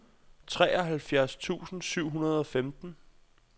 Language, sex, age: Danish, male, 26